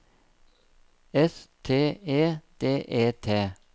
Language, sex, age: Norwegian, male, 57